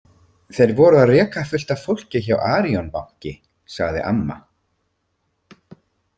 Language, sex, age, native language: Icelandic, male, 50-59, Icelandic